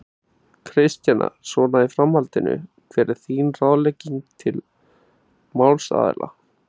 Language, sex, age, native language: Icelandic, male, 20-29, Icelandic